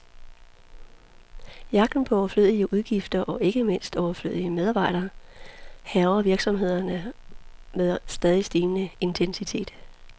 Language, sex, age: Danish, female, 43